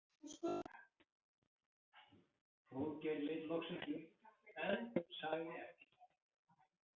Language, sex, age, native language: Icelandic, male, 40-49, Icelandic